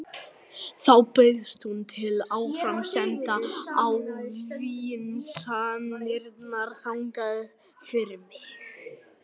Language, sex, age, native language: Icelandic, male, 11, Icelandic